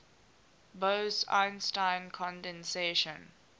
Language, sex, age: English, female, 19